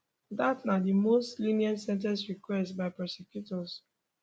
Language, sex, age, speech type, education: Nigerian Pidgin, female, 15-29, spontaneous, tertiary